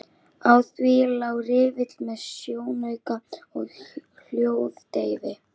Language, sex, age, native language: Icelandic, female, 11, Icelandic